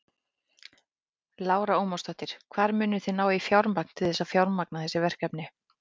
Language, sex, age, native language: Icelandic, female, 18-19, Icelandic